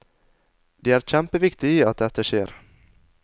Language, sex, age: Norwegian, male, 22